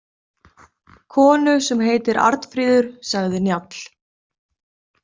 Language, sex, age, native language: Icelandic, female, 30-39, Icelandic